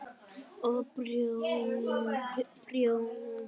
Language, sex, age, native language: Icelandic, female, 9, Icelandic